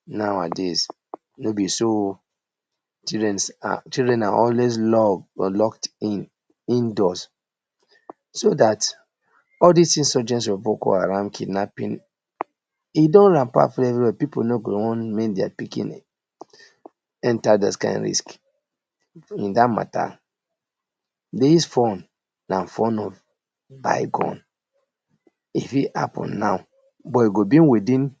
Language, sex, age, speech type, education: Nigerian Pidgin, male, 30-45, spontaneous, tertiary